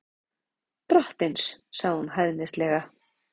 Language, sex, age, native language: Icelandic, female, 30-39, Icelandic